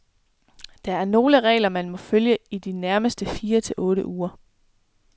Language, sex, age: Danish, female, 24